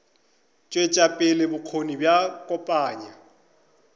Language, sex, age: Northern Sotho, male, 25